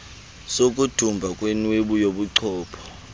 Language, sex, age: Xhosa, male, 20